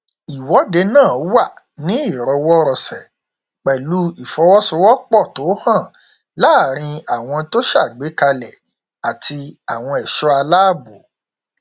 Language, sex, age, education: Yoruba, male, 46-60, tertiary